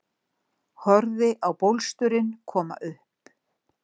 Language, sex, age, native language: Icelandic, female, 60-69, Icelandic